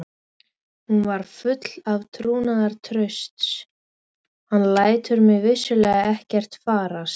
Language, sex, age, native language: Icelandic, female, 13, Icelandic